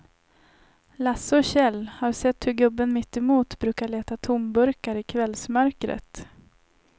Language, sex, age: Swedish, female, 25